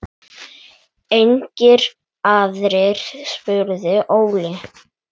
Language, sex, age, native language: Icelandic, male, 9, Icelandic